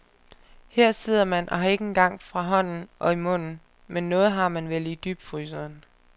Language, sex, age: Danish, female, 25